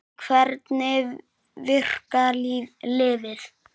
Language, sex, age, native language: Icelandic, male, 7, Icelandic